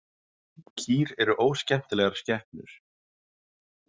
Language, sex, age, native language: Icelandic, male, 20-29, Icelandic